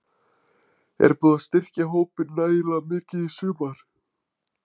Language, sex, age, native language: Icelandic, male, 20-29, Icelandic